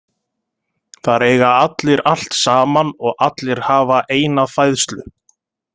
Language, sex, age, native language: Icelandic, male, 30-39, Icelandic